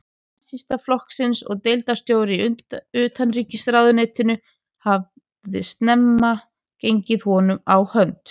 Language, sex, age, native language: Icelandic, female, 30-39, Icelandic